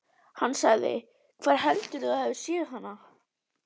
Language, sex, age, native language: Icelandic, female, 11, Icelandic